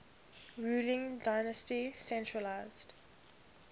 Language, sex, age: English, female, 21